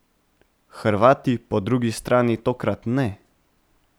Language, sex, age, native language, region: Slovenian, male, 18-29, Slovenian, Central Slovenia